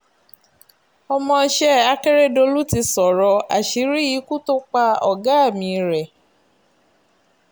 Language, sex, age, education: Yoruba, female, 30-45, tertiary